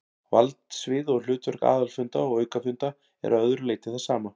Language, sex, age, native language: Icelandic, male, 40-49, Icelandic